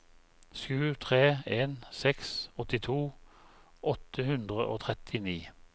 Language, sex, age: Norwegian, male, 51